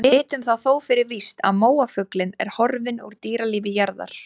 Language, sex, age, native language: Icelandic, female, 20-29, Icelandic